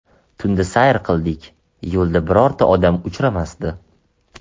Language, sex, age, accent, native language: Uzbek, male, 18-24, Toshkent shahri, Uzbek